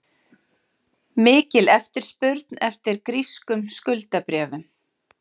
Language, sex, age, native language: Icelandic, female, 40-49, Icelandic